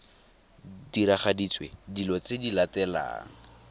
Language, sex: Tswana, male